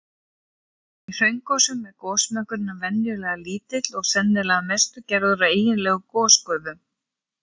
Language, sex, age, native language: Icelandic, female, 40-49, Icelandic